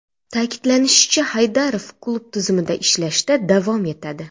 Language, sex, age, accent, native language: Uzbek, female, 25-34, Xorazm, Uzbek